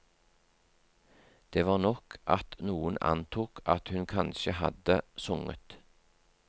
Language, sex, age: Norwegian, male, 43